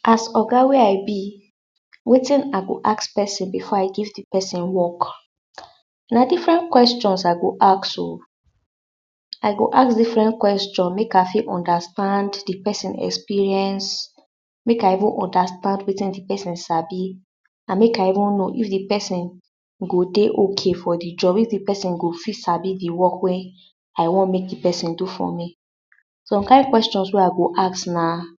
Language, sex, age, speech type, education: Nigerian Pidgin, female, 60+, spontaneous, tertiary